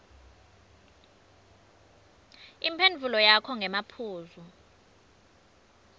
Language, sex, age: Swati, female, 24